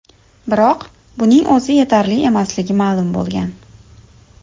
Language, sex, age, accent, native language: Uzbek, female, 30-39, Samarqand, Uzbek